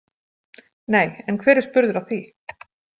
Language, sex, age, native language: Icelandic, female, 40-49, Icelandic